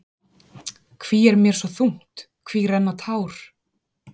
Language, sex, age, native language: Icelandic, female, 40-49, Icelandic